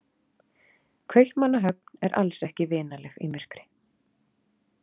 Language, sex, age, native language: Icelandic, female, 30-39, Icelandic